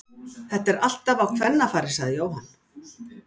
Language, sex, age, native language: Icelandic, female, 60-69, Icelandic